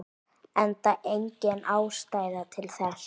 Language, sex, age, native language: Icelandic, female, 9, Icelandic